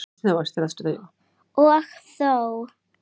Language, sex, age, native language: Icelandic, female, 7, Icelandic